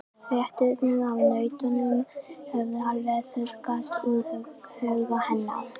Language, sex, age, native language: Icelandic, female, 11, Icelandic